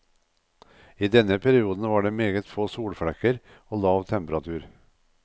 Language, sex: Norwegian, male